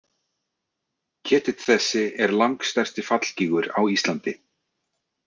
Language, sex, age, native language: Icelandic, male, 30-39, Icelandic